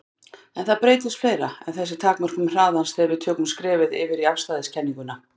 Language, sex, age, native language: Icelandic, female, 50-59, Icelandic